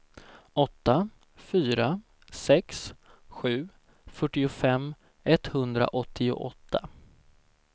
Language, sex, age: Swedish, male, 17